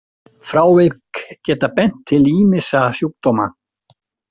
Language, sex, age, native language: Icelandic, male, 60-69, Icelandic